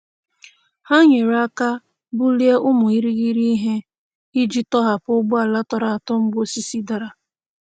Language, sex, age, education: Igbo, female, 15-29, secondary